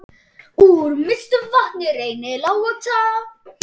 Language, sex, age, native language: Icelandic, male, 10, Icelandic